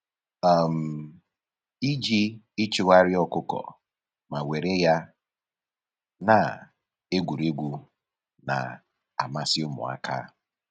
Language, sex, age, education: Igbo, male, 15-29, tertiary